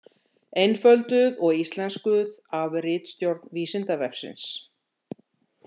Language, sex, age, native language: Icelandic, female, 60-69, Icelandic